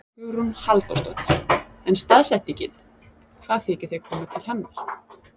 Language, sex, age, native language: Icelandic, female, 30-39, Icelandic